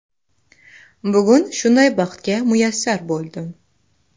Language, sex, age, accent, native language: Uzbek, female, under 19, Andijon, Uzbek